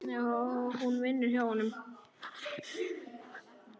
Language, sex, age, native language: Icelandic, male, 9, Icelandic